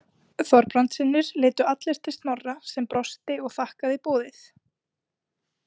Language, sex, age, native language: Icelandic, female, 20-29, Icelandic